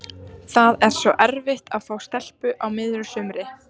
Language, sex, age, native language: Icelandic, female, 14, Icelandic